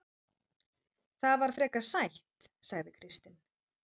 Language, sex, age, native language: Icelandic, female, 30-39, Icelandic